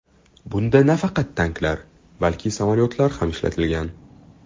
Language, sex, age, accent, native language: Uzbek, male, 12-17, Toshkent shahri, Uzbek